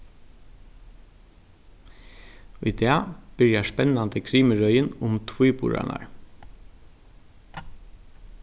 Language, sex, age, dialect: Faroese, male, 36-60, Norðurstreymoy/Eysturoy